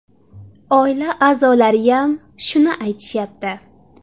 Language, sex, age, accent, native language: Uzbek, female, 18-24, Samarqand, Uzbek